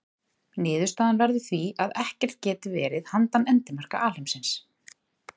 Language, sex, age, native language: Icelandic, female, 30-39, Icelandic